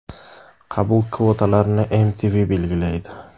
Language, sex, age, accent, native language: Uzbek, male, 18-24, Samarqand, Uzbek